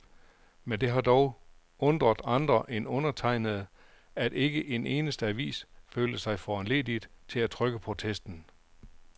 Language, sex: Danish, male